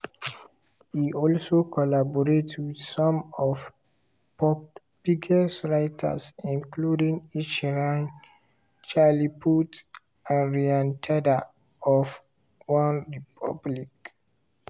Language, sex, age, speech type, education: Nigerian Pidgin, male, 15-29, spontaneous, tertiary